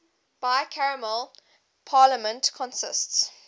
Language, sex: English, female